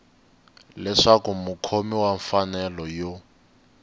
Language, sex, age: Tsonga, male, 19